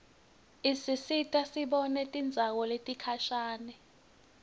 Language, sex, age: Swati, female, 19